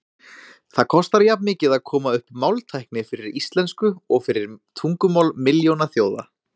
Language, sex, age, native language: Icelandic, male, 20-29, Icelandic